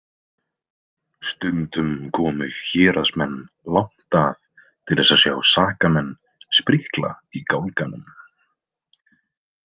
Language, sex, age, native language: Icelandic, male, 20-29, Icelandic